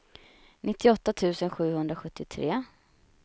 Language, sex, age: Swedish, female, 31